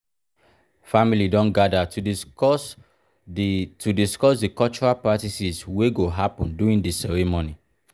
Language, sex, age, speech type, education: Nigerian Pidgin, male, 30-45, spontaneous, tertiary